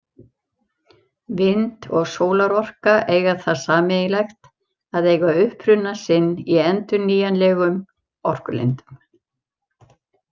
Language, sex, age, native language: Icelandic, female, 70-79, Icelandic